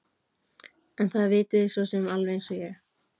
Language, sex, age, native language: Icelandic, female, 15, Icelandic